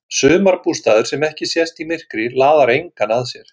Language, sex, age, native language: Icelandic, male, 60-69, Icelandic